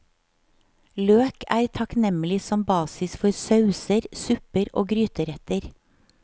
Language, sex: Norwegian, female